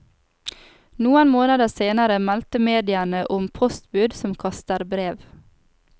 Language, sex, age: Norwegian, female, 28